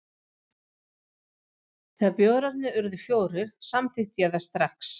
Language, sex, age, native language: Icelandic, female, 50-59, Swedish